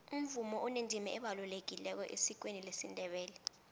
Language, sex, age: South Ndebele, female, 19